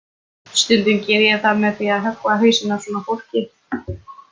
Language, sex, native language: Icelandic, female, Icelandic